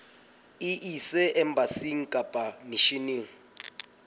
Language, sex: Southern Sotho, male